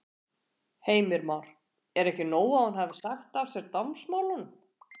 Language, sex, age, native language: Icelandic, female, 40-49, Icelandic